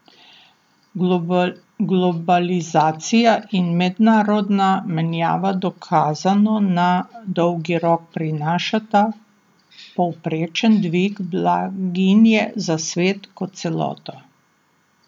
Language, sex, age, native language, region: Slovenian, female, 60+, Slovenian, Southeast Slovenia